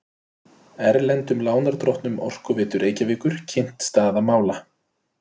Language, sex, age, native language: Icelandic, male, 30-39, Icelandic